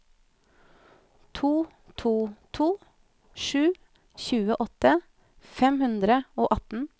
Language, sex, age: Norwegian, female, 24